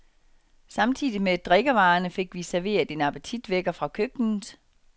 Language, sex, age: Danish, female, 49